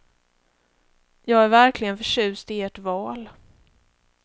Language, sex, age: Swedish, female, 31